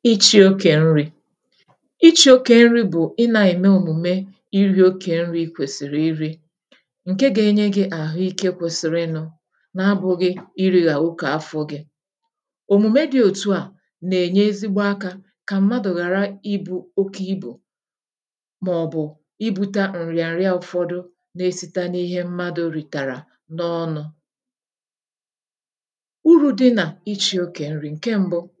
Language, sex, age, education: Igbo, female, 30-45, tertiary